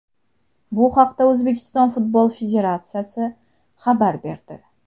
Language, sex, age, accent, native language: Uzbek, female, 19-29, Jizzax, Uzbek